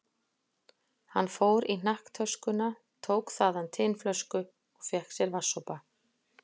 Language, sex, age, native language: Icelandic, female, 40-49, Icelandic